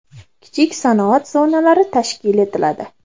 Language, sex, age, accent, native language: Uzbek, female, under 19, Andijon, Uzbek